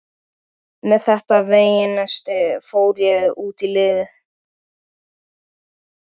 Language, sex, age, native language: Icelandic, male, 13, Icelandic